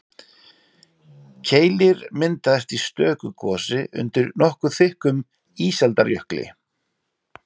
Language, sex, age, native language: Icelandic, male, 40-49, Icelandic